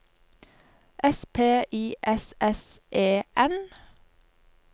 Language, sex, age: Norwegian, female, 25